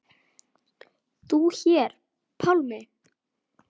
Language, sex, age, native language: Icelandic, female, 9, Icelandic